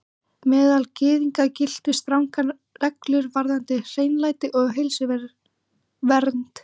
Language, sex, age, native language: Icelandic, female, 14, Icelandic